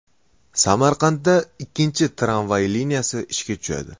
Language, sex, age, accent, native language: Uzbek, male, 18-24, Toshkent shahri, Uzbek